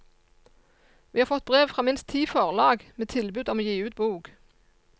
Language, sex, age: Norwegian, female, 54